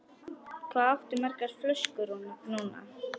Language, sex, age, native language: Icelandic, female, 10, Icelandic